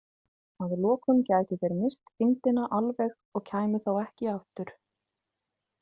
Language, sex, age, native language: Icelandic, female, 30-39, Icelandic